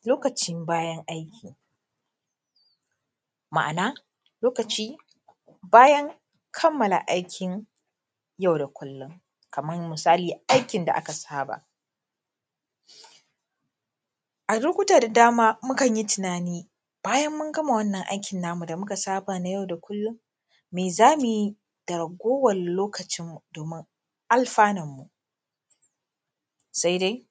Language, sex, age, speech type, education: Hausa, female, 15-29, spontaneous, primary